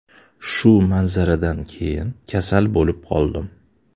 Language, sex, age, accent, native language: Uzbek, male, 25-34, Toshkent shahri, Uzbek